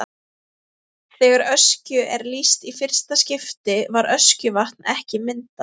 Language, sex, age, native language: Icelandic, female, 30-39, Icelandic